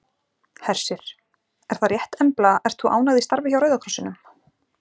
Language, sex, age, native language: Icelandic, female, 40-49, Icelandic